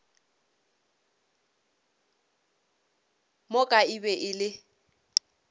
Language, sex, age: Northern Sotho, female, 26